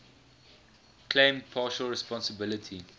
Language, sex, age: English, male, 20